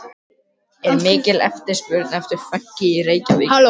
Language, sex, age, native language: Icelandic, male, 12, Icelandic